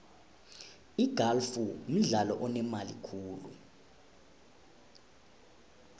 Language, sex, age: South Ndebele, male, 20